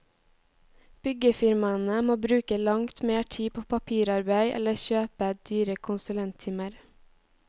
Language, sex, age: Norwegian, female, 18